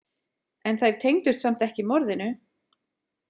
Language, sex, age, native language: Icelandic, female, 40-49, Icelandic